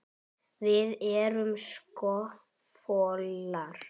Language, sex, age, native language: Icelandic, male, 10, Icelandic